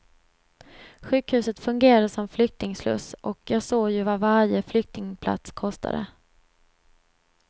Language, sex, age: Swedish, female, 26